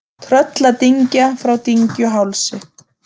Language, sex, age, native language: Icelandic, female, 30-39, Icelandic